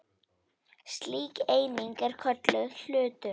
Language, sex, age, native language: Icelandic, female, 10, Icelandic